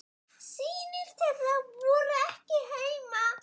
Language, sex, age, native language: Icelandic, male, 9, Icelandic